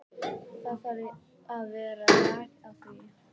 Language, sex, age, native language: Icelandic, female, 18-19, Icelandic